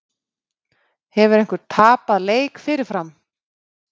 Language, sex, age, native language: Icelandic, female, 30-39, Icelandic